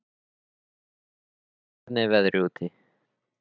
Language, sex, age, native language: Icelandic, male, 13, Icelandic